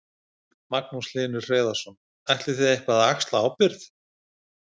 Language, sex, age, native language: Icelandic, male, 50-59, Icelandic